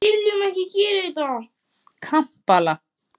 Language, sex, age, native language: Icelandic, female, 30-39, Icelandic